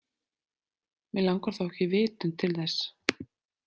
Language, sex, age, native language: Icelandic, female, 30-39, Icelandic